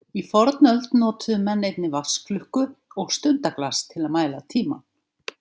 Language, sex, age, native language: Icelandic, female, 50-59, Icelandic